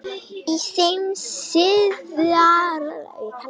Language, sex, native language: Icelandic, female, Icelandic